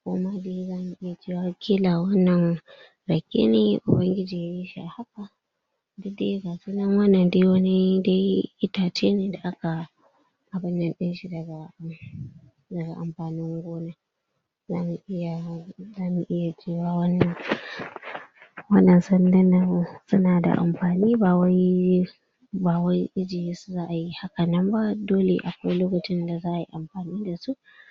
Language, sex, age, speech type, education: Hausa, female, 46-60, spontaneous, tertiary